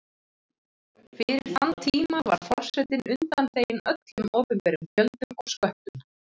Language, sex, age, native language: Icelandic, female, 30-39, Icelandic